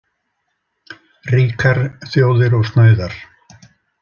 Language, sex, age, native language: Icelandic, male, 80-89, Icelandic